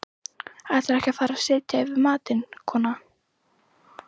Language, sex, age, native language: Icelandic, female, 11, Icelandic